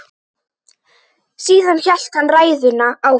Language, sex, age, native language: Icelandic, female, 9, Icelandic